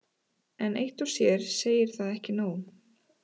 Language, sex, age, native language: Icelandic, female, 30-39, Icelandic